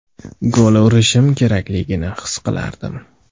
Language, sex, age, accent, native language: Uzbek, male, 18-24, Andijon, Uzbek